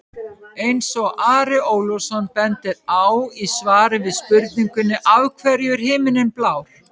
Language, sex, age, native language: Icelandic, female, 50-59, Icelandic